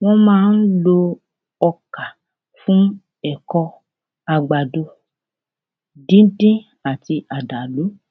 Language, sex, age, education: Yoruba, female, 30-45, secondary